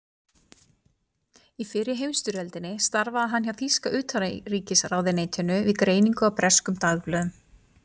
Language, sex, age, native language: Icelandic, female, 40-49, Icelandic